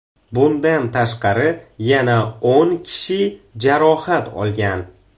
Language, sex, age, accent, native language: Uzbek, male, 18-24, Samarqand, Uzbek